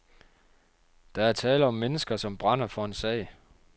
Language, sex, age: Danish, male, 30